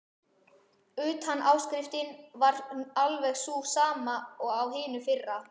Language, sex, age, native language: Icelandic, male, 12, Icelandic